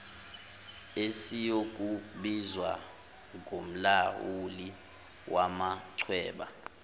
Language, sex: Zulu, male